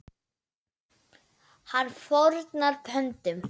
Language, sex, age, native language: Icelandic, male, 9, Icelandic